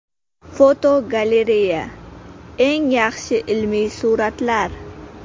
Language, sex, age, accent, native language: Uzbek, female, 18-24, Qashqadaryo, Uzbek